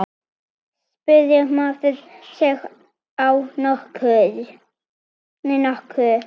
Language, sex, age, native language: Icelandic, female, 9, Icelandic